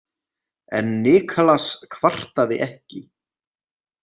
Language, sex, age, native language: Icelandic, male, 20-29, Icelandic